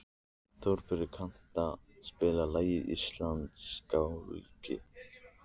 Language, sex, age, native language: Icelandic, male, 14, Icelandic